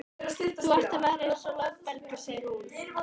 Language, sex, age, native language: Icelandic, female, 13, Icelandic